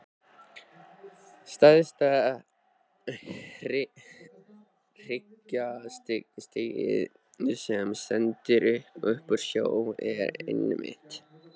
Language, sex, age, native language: Icelandic, male, 13, Icelandic